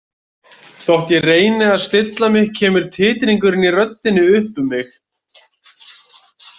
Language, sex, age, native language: Icelandic, male, 20-29, Icelandic